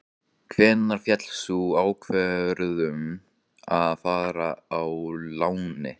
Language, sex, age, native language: Icelandic, male, 15, Icelandic